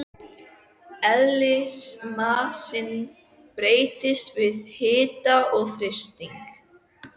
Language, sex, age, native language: Icelandic, female, 14, Icelandic